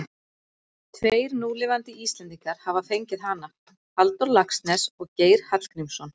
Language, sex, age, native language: Icelandic, female, 40-49, Icelandic